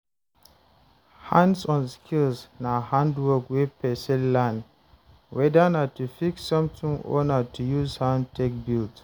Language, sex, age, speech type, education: Nigerian Pidgin, male, 30-45, read, tertiary